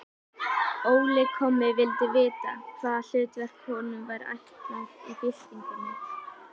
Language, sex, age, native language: Icelandic, female, 18-19, Icelandic